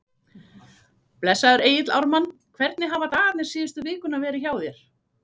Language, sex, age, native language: Icelandic, female, 40-49, Icelandic